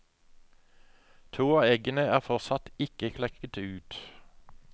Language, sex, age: Norwegian, male, 57